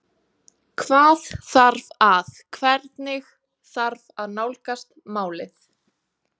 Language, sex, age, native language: Icelandic, female, 20-29, Icelandic